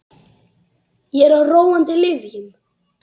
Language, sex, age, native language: Icelandic, female, 8, Icelandic